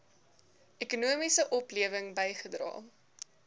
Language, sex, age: Afrikaans, female, 19